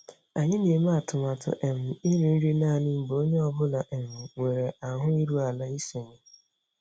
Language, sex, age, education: Igbo, female, 30-45, tertiary